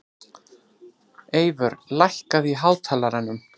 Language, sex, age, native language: Icelandic, male, 30-39, Icelandic